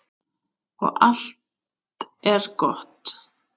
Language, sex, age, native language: Icelandic, female, 8, Icelandic